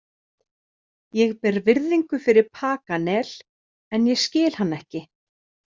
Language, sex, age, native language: Icelandic, female, 30-39, Icelandic